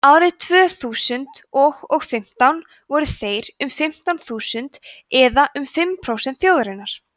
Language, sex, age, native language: Icelandic, female, 20-29, Icelandic